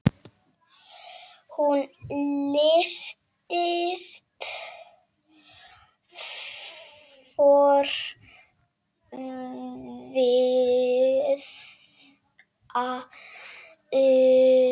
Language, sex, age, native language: Icelandic, male, 7, Icelandic